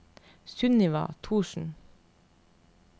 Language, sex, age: Norwegian, female, 30